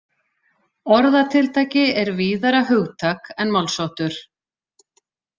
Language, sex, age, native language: Icelandic, female, 40-49, Icelandic